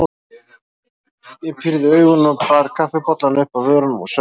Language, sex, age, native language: Icelandic, male, 30-39, Icelandic